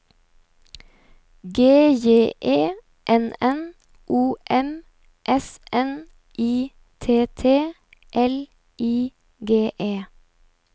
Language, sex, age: Norwegian, female, 29